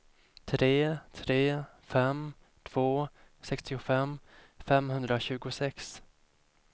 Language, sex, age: Swedish, male, 25